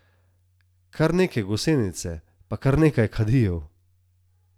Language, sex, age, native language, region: Slovenian, male, 30-49, Slovenian, Southeast Slovenia